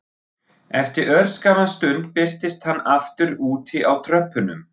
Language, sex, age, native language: Icelandic, male, 40-49, Icelandic